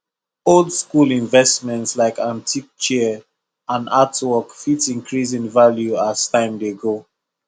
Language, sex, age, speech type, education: Nigerian Pidgin, male, 15-29, spontaneous, tertiary